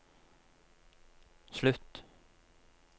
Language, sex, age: Norwegian, male, 47